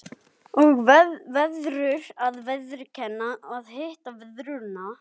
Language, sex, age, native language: Icelandic, other, 11, Icelandic